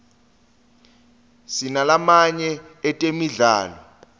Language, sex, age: Swati, male, 20